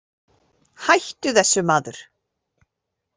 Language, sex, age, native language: Icelandic, female, 40-49, Icelandic